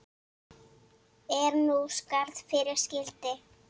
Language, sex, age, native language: Icelandic, female, 8, Icelandic